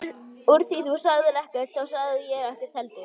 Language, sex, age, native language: Icelandic, female, 11, Icelandic